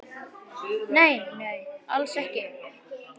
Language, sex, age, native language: Icelandic, male, 9, Icelandic